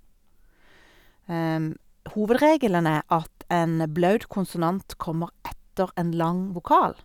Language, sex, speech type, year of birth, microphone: Norwegian, female, spontaneous, 1972, Sennheiser